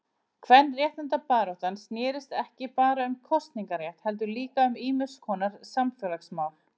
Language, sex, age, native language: Icelandic, female, 40-49, Icelandic